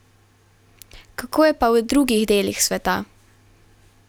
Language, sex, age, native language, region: Slovenian, female, 12-17, Slovenian, Carinthia region